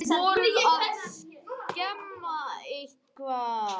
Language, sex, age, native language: Icelandic, male, 18-19, Icelandic